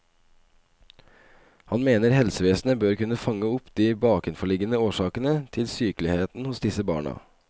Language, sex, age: Norwegian, male, 25